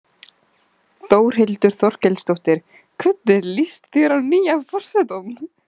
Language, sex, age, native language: Icelandic, female, 15, Icelandic